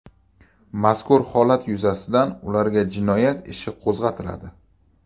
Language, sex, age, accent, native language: Uzbek, male, 35+, Toshkent shahri, Uzbek